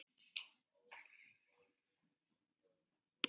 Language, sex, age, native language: Icelandic, male, 10, Icelandic